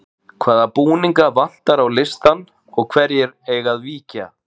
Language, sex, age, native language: Icelandic, male, 40-49, Icelandic